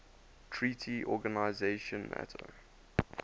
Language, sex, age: English, male, 19